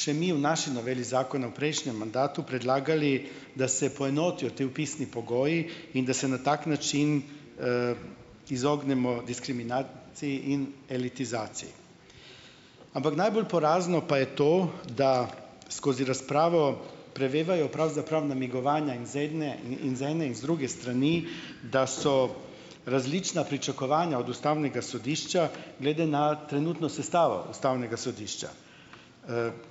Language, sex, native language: Slovenian, male, Slovenian